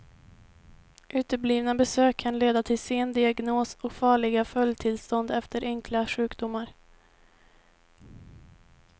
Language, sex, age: Swedish, female, 18